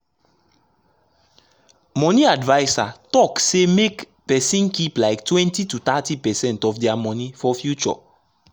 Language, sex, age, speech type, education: Nigerian Pidgin, male, 15-29, spontaneous, tertiary